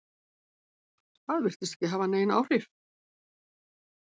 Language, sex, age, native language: Icelandic, female, 70-79, Icelandic